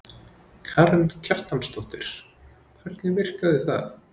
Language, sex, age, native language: Icelandic, male, 20-29, Icelandic